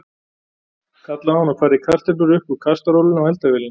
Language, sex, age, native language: Icelandic, male, 40-49, Icelandic